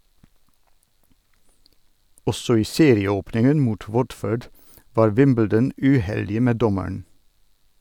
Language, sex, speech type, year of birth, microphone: Norwegian, male, read, 1962, Sennheiser